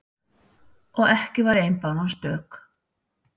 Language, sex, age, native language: Icelandic, female, 60-69, Icelandic